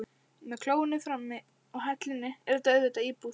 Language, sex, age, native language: Icelandic, female, 11, Icelandic